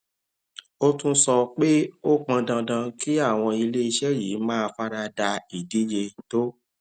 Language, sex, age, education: Yoruba, male, 30-45, tertiary